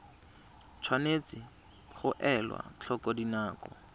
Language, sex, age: Tswana, male, 20